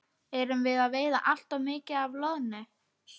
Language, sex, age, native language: Icelandic, female, 60-69, Icelandic